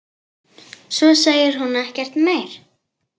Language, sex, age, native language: Icelandic, female, 10, Icelandic